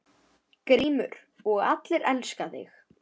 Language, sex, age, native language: Icelandic, male, 10, Icelandic